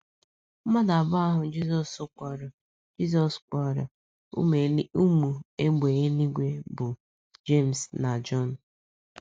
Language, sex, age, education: Igbo, female, 15-29, secondary